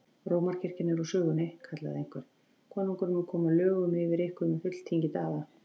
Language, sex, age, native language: Icelandic, female, 40-49, Icelandic